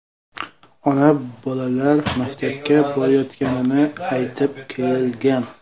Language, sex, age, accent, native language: Uzbek, male, 25-34, Jizzax, Uzbek